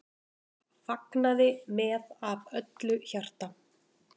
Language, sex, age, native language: Icelandic, male, 10, Icelandic